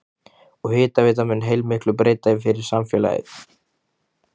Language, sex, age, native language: Icelandic, male, 15, Icelandic